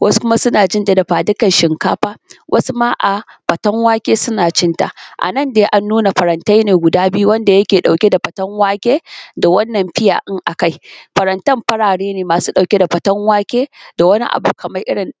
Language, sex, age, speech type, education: Hausa, female, 15-29, spontaneous, tertiary